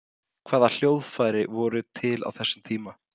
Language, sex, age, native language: Icelandic, male, 30-39, Icelandic